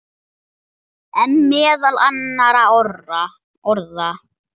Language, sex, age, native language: Icelandic, male, 8, Icelandic